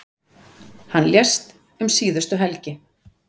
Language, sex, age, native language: Icelandic, female, 40-49, Icelandic